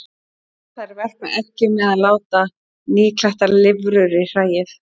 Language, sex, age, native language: Icelandic, female, 30-39, Icelandic